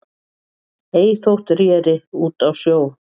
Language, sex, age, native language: Icelandic, female, 40-49, Icelandic